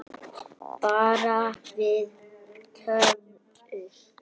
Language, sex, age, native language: Icelandic, female, 6, Icelandic